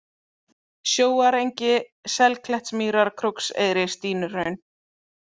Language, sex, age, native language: Icelandic, female, 30-39, Icelandic